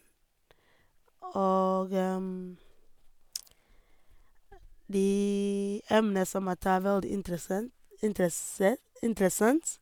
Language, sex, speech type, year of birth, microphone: Norwegian, female, spontaneous, 1988, Sennheiser